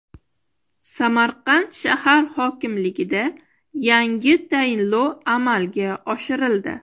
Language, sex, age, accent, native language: Uzbek, female, 25-34, Toshkent shahri, Uzbek